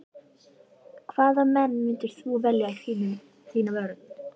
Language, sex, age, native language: Icelandic, female, 11, Icelandic